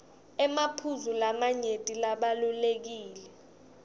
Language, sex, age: Swati, female, 18